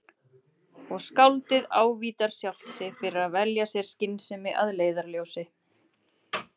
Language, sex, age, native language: Icelandic, female, 30-39, Icelandic